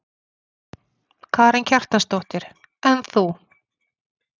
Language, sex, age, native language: Icelandic, female, 40-49, Icelandic